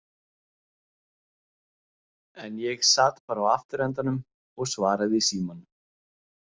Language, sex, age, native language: Icelandic, male, 30-39, Icelandic